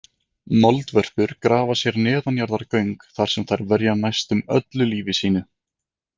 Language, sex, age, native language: Icelandic, male, 20-29, Icelandic